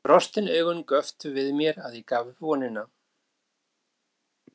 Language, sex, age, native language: Icelandic, male, 60-69, Icelandic